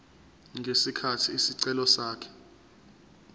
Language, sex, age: Zulu, male, 24